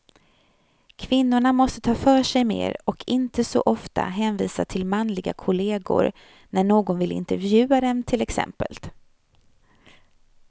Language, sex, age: Swedish, female, 35